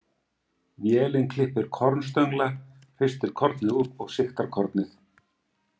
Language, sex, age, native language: Icelandic, male, 50-59, Icelandic